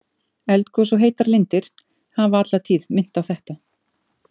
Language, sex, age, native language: Icelandic, female, 50-59, Icelandic